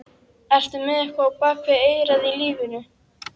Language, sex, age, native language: Icelandic, female, 11, Icelandic